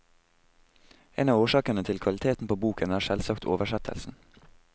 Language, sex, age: Norwegian, male, 22